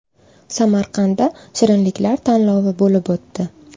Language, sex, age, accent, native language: Uzbek, female, 18-24, Toshkent shahri, Uzbek